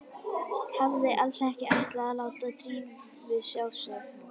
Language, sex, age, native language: Icelandic, female, 11, Icelandic